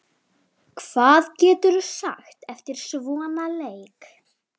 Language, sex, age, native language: Icelandic, female, 11, Icelandic